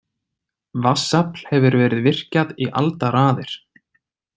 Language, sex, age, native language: Icelandic, male, 30-39, Icelandic